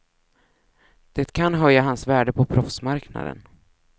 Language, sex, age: Swedish, female, 33